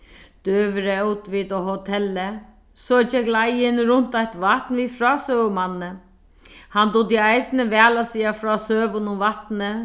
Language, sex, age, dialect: Faroese, female, 36-60, Sandoy